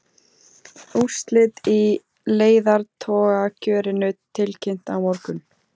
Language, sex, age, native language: Icelandic, female, 18-19, Icelandic